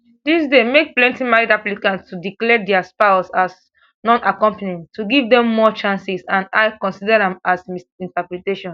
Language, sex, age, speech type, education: Nigerian Pidgin, female, 15-29, spontaneous, tertiary